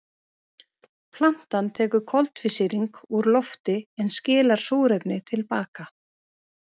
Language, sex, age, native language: Icelandic, female, 50-59, Icelandic